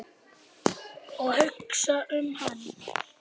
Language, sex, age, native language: Icelandic, other, 10, Icelandic